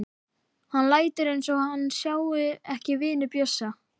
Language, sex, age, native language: Icelandic, female, 12, Icelandic